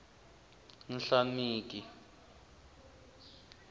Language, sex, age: Tsonga, male, 19